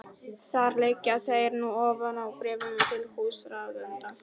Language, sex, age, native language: Icelandic, male, 12, Polish